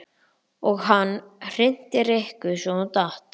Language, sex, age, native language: Icelandic, male, 11, Icelandic